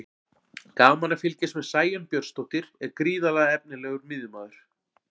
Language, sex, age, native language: Icelandic, male, 40-49, Icelandic